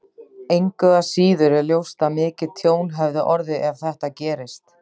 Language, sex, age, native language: Icelandic, female, 30-39, Icelandic